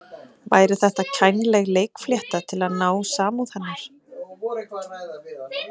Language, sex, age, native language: Icelandic, female, 30-39, Icelandic